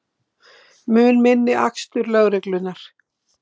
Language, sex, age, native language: Icelandic, female, 60-69, Icelandic